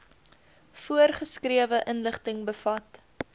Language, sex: Afrikaans, female